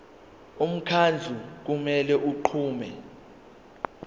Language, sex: Zulu, male